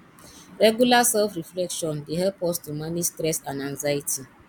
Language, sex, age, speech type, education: Nigerian Pidgin, female, 30-45, spontaneous, tertiary